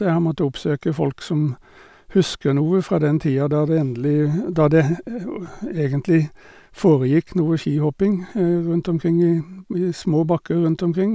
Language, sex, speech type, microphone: Norwegian, male, spontaneous, Sennheiser